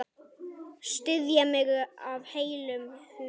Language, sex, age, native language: Icelandic, male, 9, Icelandic